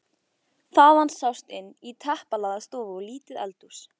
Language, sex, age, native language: Icelandic, female, 14, Icelandic